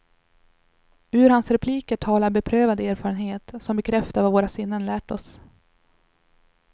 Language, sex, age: Swedish, female, 21